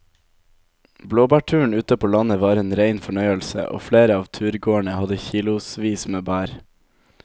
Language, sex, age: Norwegian, male, 17